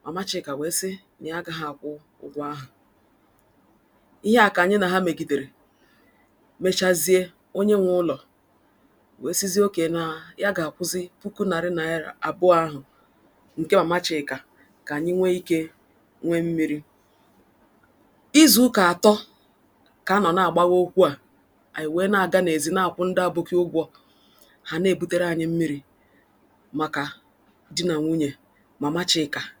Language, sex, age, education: Igbo, female, 46-60, tertiary